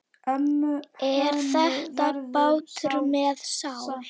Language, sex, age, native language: Icelandic, female, 10, Icelandic